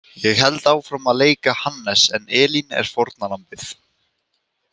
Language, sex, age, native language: Icelandic, female, 18-19, Icelandic